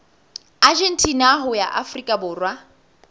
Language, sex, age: Southern Sotho, female, 20